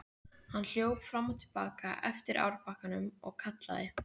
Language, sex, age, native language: Icelandic, female, 15, Icelandic